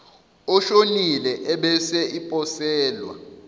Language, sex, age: Zulu, male, 21